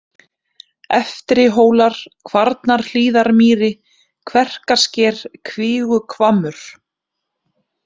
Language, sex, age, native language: Icelandic, female, 30-39, Icelandic